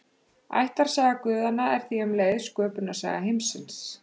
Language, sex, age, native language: Icelandic, female, 30-39, Icelandic